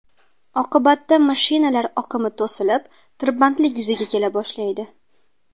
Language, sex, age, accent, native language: Uzbek, female, 19-29, Qashqadaryo, Uzbek